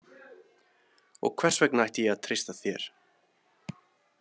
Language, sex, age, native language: Icelandic, male, 30-39, Icelandic